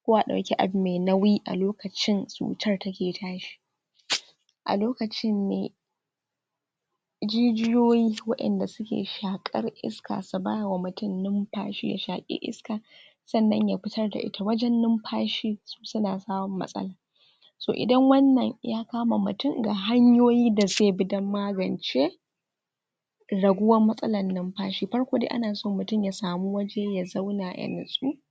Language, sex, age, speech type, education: Hausa, female, 46-60, spontaneous, tertiary